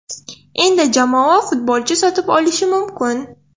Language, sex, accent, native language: Uzbek, female, Surxondaryo, Russian